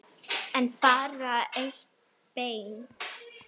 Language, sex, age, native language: Icelandic, female, 10, Arabic